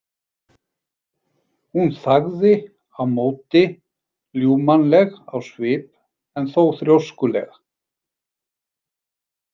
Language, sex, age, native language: Icelandic, male, 40-49, Icelandic